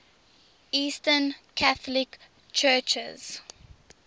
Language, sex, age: English, female, 19